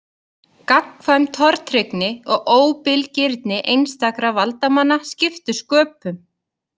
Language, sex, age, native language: Icelandic, female, 30-39, Icelandic